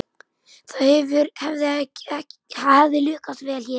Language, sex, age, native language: Icelandic, male, 10, Icelandic